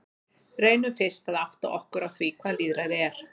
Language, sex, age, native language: Icelandic, female, 40-49, Icelandic